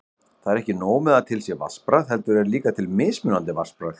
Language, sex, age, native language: Icelandic, male, 40-49, Icelandic